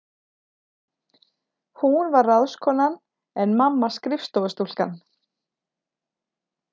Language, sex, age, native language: Icelandic, female, 30-39, Icelandic